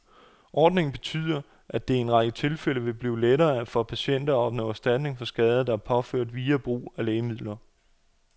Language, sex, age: Danish, male, 28